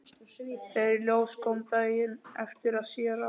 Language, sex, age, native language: Icelandic, male, 11, Icelandic